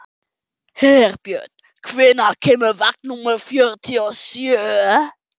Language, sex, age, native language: Icelandic, male, 12, German